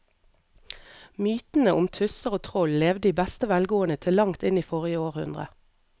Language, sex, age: Norwegian, female, 38